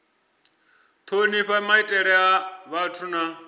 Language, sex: Venda, male